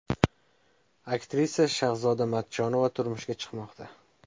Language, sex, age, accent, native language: Uzbek, male, 25-34, Jizzax, Uzbek